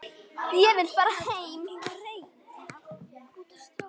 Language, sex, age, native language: Icelandic, female, 9, Icelandic